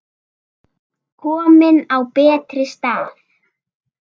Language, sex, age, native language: Icelandic, female, 9, Icelandic